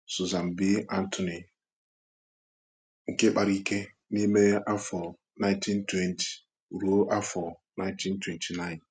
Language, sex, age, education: Igbo, male, 15-29, tertiary